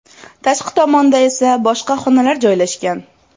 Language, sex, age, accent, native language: Uzbek, female, 18-24, Toshkent viloyati, Uzbek